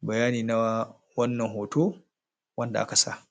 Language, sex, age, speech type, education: Hausa, male, 30-45, spontaneous, tertiary